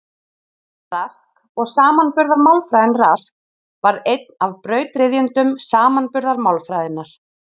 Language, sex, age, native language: Icelandic, female, 40-49, Icelandic